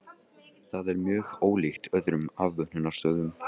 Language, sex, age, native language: Icelandic, male, 15, Icelandic